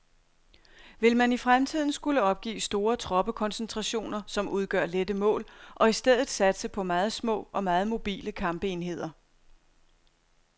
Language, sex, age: Danish, female, 42